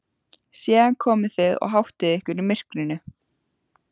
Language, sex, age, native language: Icelandic, female, 14, Icelandic